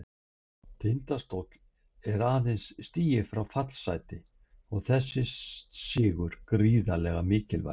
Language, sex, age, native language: Icelandic, male, 60-69, Icelandic